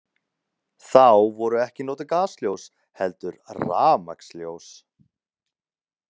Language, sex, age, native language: Icelandic, male, 30-39, Icelandic